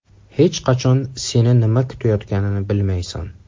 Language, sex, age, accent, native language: Uzbek, male, 35+, Qashqadaryo, Uzbek